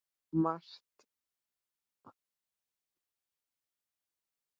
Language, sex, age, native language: Icelandic, female, 8, Icelandic